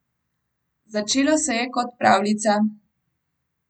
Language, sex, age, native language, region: Slovenian, female, 18-29, Slovenian, Gorenjska region